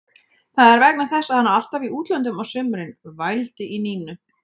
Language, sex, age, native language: Icelandic, female, 30-39, Icelandic